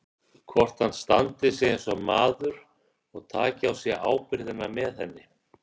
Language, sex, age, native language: Icelandic, male, 60-69, Icelandic